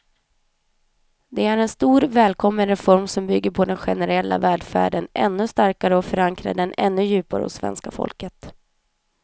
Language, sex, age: Swedish, female, 31